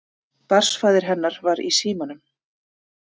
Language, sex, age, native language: Icelandic, female, 30-39, Icelandic